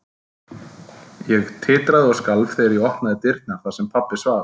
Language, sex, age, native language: Icelandic, male, 30-39, Icelandic